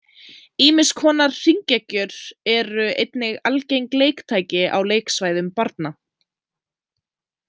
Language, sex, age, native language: Icelandic, female, 20-29, Icelandic